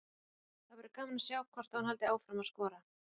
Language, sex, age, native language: Icelandic, female, 40-49, Icelandic